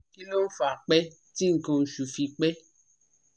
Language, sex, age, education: Yoruba, female, 30-45, tertiary